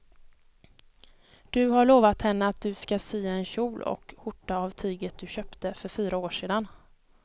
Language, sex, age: Swedish, female, 23